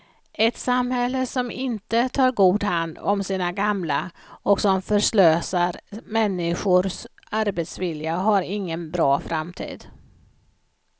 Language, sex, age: Swedish, female, 56